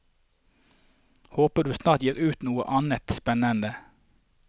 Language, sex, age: Norwegian, male, 48